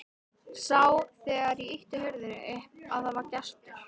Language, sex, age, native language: Icelandic, female, 13, Icelandic